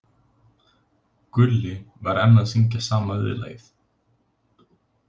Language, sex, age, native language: Icelandic, male, 30-39, Icelandic